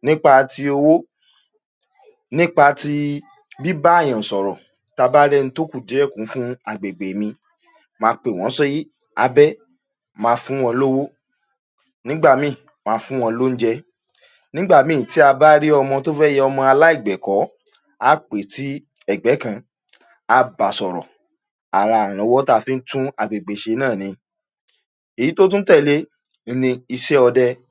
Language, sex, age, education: Yoruba, male, 46-60, tertiary